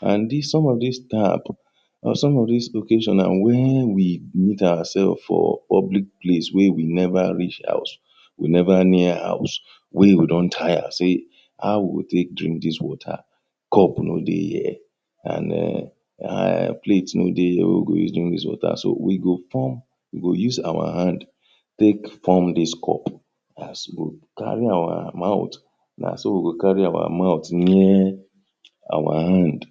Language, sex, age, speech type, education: Nigerian Pidgin, male, 30-45, spontaneous, tertiary